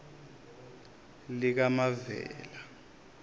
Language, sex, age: South Ndebele, male, 26